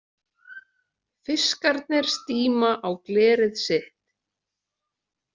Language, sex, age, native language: Icelandic, female, 30-39, Icelandic